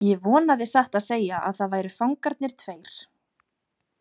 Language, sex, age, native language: Icelandic, female, 20-29, Icelandic